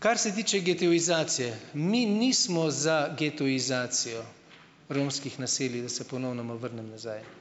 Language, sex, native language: Slovenian, male, Slovenian